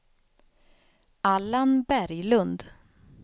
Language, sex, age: Swedish, female, 32